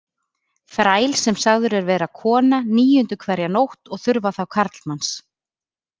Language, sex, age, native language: Icelandic, female, 30-39, Icelandic